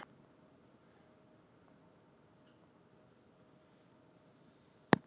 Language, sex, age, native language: Icelandic, male, 40-49, Icelandic